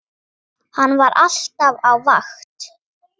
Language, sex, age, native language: Icelandic, female, 9, Icelandic